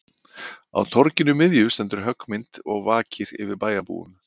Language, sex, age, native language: Icelandic, male, 50-59, Icelandic